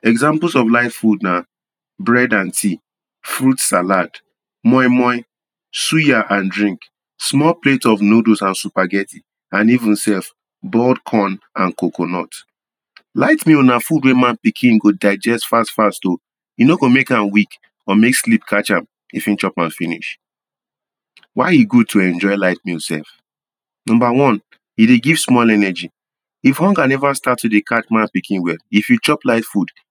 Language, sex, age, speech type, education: Nigerian Pidgin, male, 30-45, spontaneous, tertiary